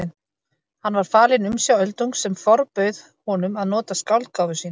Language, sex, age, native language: Icelandic, female, 30-39, Icelandic